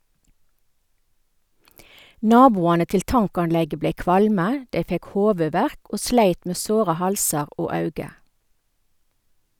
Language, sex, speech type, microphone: Norwegian, female, read, Sennheiser